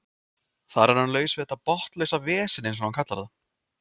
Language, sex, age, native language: Icelandic, male, 20-29, Icelandic